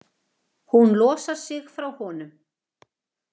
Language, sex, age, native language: Icelandic, female, 40-49, Icelandic